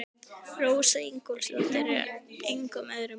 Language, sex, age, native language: Icelandic, female, 12, Icelandic